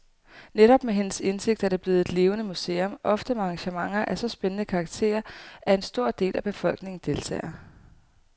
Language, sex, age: Danish, female, 18